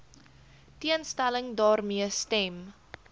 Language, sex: Afrikaans, female